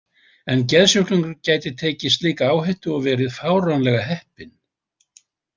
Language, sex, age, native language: Icelandic, male, 80-89, Icelandic